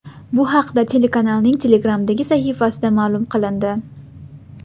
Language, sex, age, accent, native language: Uzbek, female, 18-24, Buxoro, Uzbek